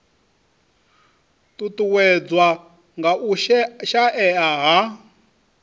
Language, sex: Venda, male